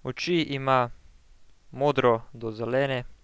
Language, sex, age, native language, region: Slovenian, male, 18-29, Slovenian, Central Slovenia